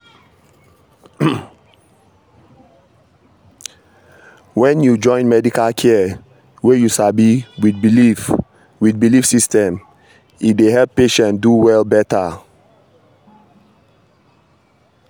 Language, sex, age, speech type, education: Nigerian Pidgin, male, 30-45, spontaneous, tertiary